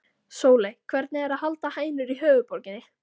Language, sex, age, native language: Icelandic, female, 14, Icelandic